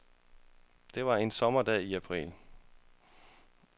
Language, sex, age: Danish, male, 31